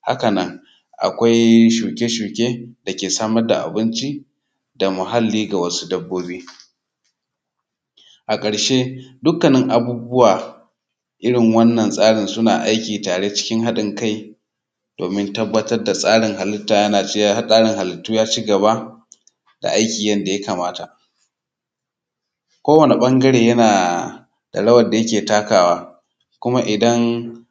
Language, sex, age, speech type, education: Hausa, male, 30-45, spontaneous, tertiary